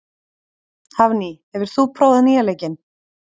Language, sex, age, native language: Icelandic, female, 30-39, Icelandic